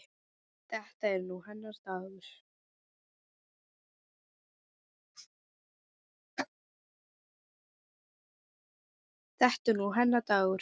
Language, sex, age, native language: Icelandic, female, 10, Icelandic